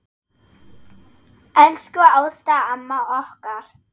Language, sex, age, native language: Icelandic, female, 8, German